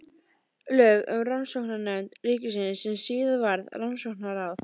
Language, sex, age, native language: Icelandic, female, 13, Icelandic